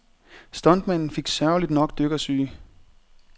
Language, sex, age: Danish, male, 30